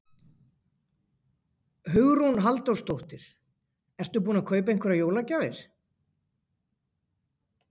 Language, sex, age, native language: Icelandic, female, 50-59, Icelandic